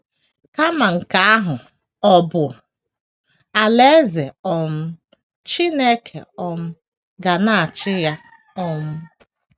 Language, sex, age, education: Igbo, female, 30-45, tertiary